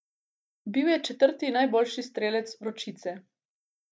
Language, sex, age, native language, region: Slovenian, female, 18-29, Slovenian, Gorica region